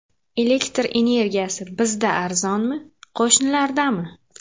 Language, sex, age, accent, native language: Uzbek, female, 18-24, Samarqand, Uzbek